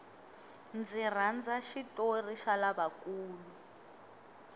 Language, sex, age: Tsonga, female, 22